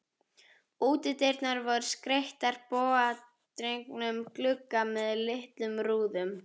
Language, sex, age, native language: Icelandic, female, 11, Icelandic